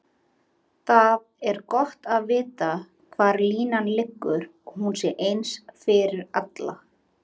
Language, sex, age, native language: Icelandic, female, 30-39, Icelandic